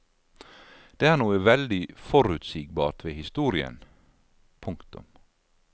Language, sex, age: Norwegian, male, 52